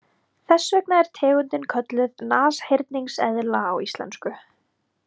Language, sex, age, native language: Icelandic, female, 30-39, Icelandic